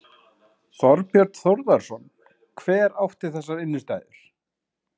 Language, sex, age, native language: Icelandic, male, 30-39, Icelandic